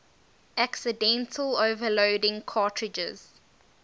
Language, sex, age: English, female, 19